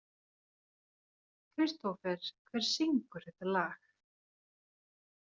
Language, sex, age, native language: Icelandic, female, 40-49, Finnish